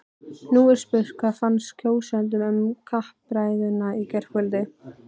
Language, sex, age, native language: Icelandic, female, 15, Icelandic